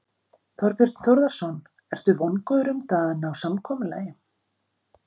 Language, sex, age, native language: Icelandic, female, 50-59, Icelandic